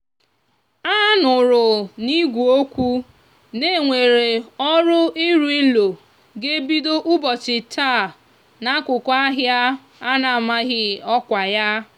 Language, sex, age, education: Igbo, female, 15-29, tertiary